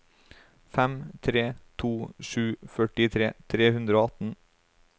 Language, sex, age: Norwegian, male, 35